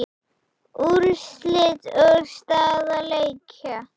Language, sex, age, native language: Icelandic, female, 7, Icelandic